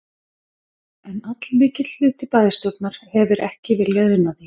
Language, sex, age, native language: Icelandic, female, 50-59, Icelandic